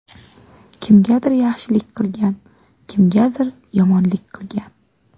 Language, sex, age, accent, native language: Uzbek, female, 18-24, Qashqadaryo, Uzbek